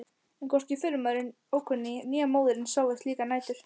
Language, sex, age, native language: Icelandic, female, 11, Icelandic